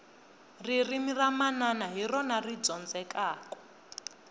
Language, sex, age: Tsonga, female, 20